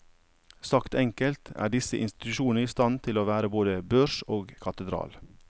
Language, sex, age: Norwegian, male, 55